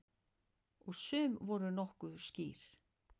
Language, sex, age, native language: Icelandic, female, 9, Icelandic